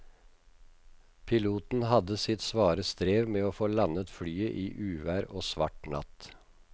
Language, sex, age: Norwegian, male, 56